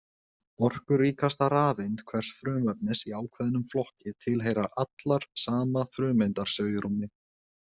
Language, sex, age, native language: Icelandic, male, 20-29, Icelandic